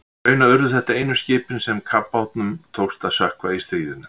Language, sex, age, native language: Icelandic, male, 60-69, Icelandic